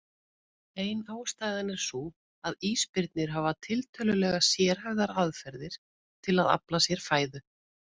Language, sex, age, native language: Icelandic, female, 50-59, Icelandic